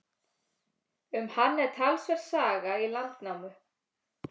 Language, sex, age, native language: Icelandic, female, 30-39, Icelandic